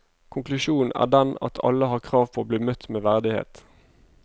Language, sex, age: Norwegian, male, 25